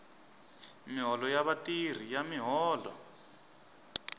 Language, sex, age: Tsonga, male, 23